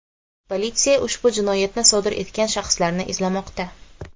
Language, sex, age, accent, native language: Uzbek, female, 18-24, Xorazm, Uzbek